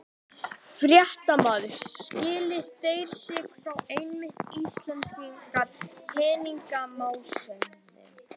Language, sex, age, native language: Icelandic, male, 11, Icelandic